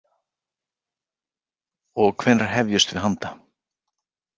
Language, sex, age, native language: Icelandic, male, 40-49, Icelandic